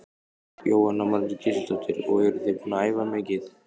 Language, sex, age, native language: Icelandic, male, 15, Icelandic